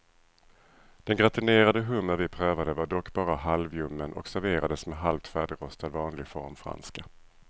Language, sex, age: Swedish, male, 37